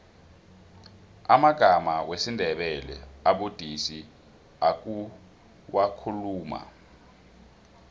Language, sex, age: South Ndebele, male, 26